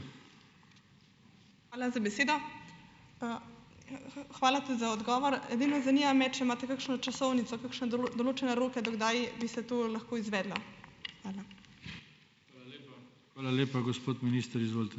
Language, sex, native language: Slovenian, female, Slovenian